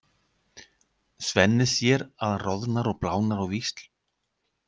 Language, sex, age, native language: Icelandic, male, 50-59, Icelandic